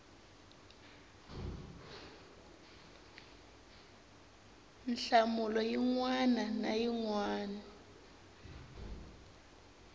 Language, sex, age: Tsonga, female, 24